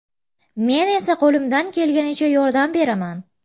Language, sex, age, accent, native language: Uzbek, female, 18-24, Namangan, Uzbek